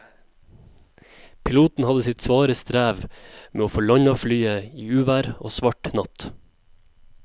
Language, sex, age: Norwegian, male, 27